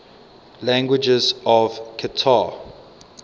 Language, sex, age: English, male, 22